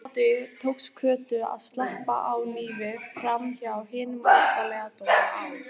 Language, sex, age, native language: Icelandic, female, 18-19, Icelandic